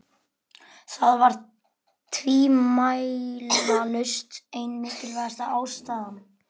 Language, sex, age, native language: Icelandic, male, 11, Icelandic